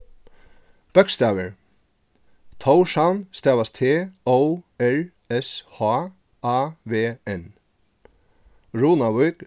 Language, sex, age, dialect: Faroese, male, 36-60, Suðurstreymoy